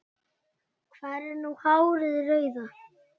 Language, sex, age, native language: Icelandic, male, 9, Icelandic